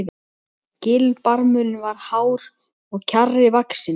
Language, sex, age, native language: Icelandic, male, 12, Icelandic